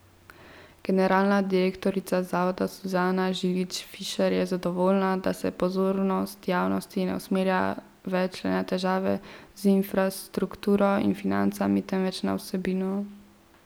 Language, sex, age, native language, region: Slovenian, female, 12-17, Slovenian, Central Slovenia